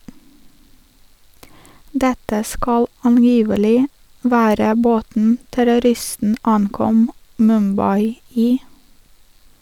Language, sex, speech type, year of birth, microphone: Norwegian, female, read, 1983, Sennheiser